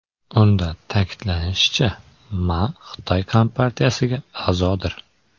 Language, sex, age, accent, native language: Uzbek, male, 18-24, Qoraqalpog'iston, Uzbek